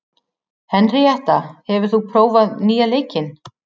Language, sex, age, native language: Icelandic, female, 40-49, Icelandic